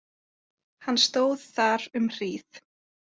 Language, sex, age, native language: Icelandic, female, 20-29, Icelandic